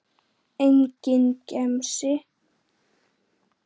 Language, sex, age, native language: Icelandic, male, 9, Icelandic